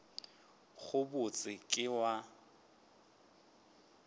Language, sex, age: Northern Sotho, male, 21